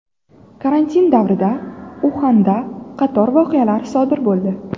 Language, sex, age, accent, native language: Uzbek, female, 18-24, Navoiy, Uzbek